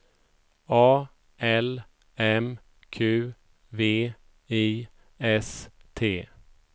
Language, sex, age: Swedish, male, 51